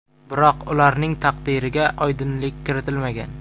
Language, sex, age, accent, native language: Uzbek, male, 12-17, Samarqand, Uzbek